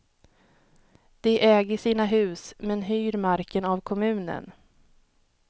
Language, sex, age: Swedish, female, 31